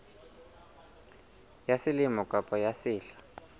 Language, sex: Southern Sotho, male